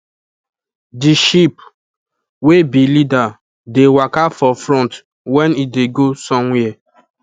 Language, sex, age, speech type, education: Nigerian Pidgin, male, 15-29, spontaneous, tertiary